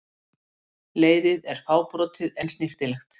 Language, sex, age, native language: Icelandic, female, 60-69, Icelandic